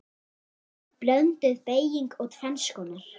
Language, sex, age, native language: Icelandic, female, 8, Icelandic